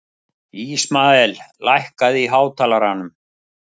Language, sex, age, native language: Icelandic, male, 50-59, Icelandic